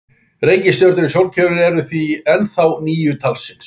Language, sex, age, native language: Icelandic, male, 40-49, Icelandic